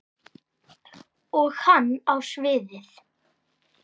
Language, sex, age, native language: Icelandic, male, 10, Icelandic